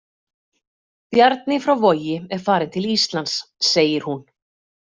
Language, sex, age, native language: Icelandic, female, 40-49, Icelandic